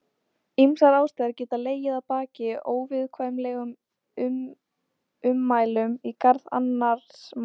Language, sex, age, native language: Icelandic, female, 18-19, Icelandic